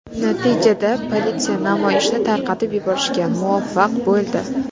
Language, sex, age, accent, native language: Uzbek, female, under 19, Navoiy, Uzbek